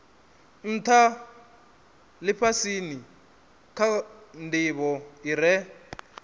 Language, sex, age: Venda, male, 27